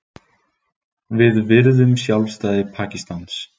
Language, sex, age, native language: Icelandic, male, 20-29, Icelandic